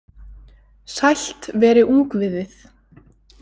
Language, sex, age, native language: Icelandic, female, 20-29, Icelandic